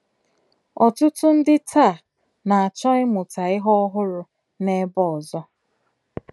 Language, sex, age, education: Igbo, female, 30-45, tertiary